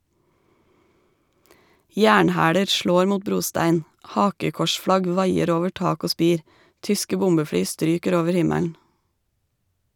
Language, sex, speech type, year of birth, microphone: Norwegian, female, read, 1985, Shure